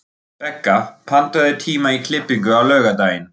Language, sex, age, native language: Icelandic, male, 40-49, Icelandic